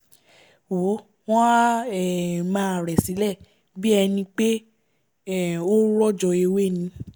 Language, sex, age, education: Yoruba, female, 15-29, tertiary